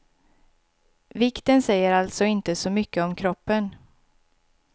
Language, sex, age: Swedish, female, 26